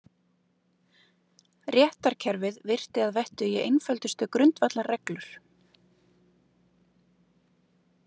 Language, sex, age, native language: Icelandic, female, 30-39, Icelandic